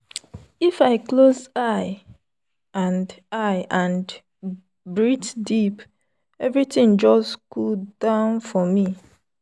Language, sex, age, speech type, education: Nigerian Pidgin, female, 15-29, spontaneous, tertiary